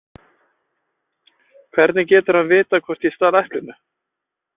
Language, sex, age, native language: Icelandic, male, 20-29, Icelandic